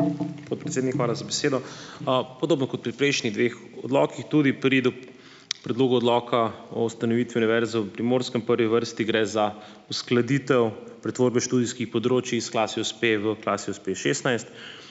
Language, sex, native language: Slovenian, male, Slovenian